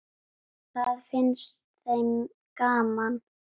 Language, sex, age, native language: Icelandic, female, 10, Icelandic